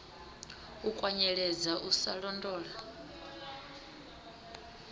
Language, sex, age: Venda, female, 25